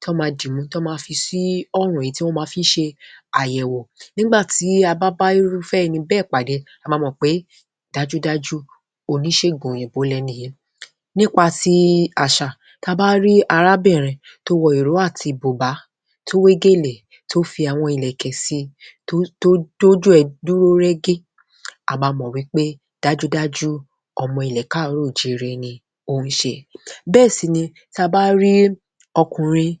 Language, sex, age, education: Yoruba, female, 30-45, tertiary